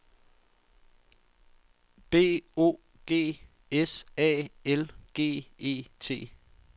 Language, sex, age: Danish, male, 39